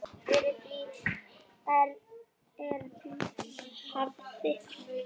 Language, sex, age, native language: Icelandic, female, 10, Icelandic